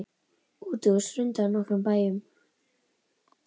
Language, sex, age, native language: Icelandic, male, 10, Icelandic